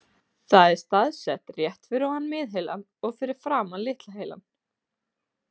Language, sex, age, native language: Icelandic, female, 20-29, Icelandic